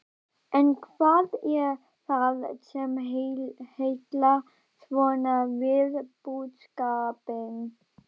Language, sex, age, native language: Icelandic, female, 12, Icelandic